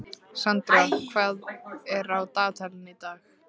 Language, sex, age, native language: Icelandic, female, 13, Icelandic